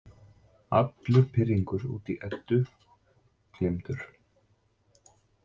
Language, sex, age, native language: Icelandic, male, 40-49, Icelandic